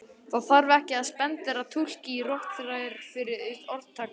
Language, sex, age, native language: Icelandic, male, 40-49, Icelandic